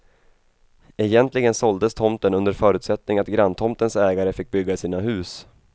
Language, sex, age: Swedish, male, 28